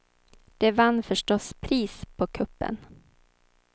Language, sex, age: Swedish, female, 23